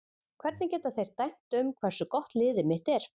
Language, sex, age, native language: Icelandic, female, 40-49, Icelandic